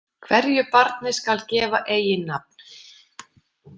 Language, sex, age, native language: Icelandic, female, 50-59, Icelandic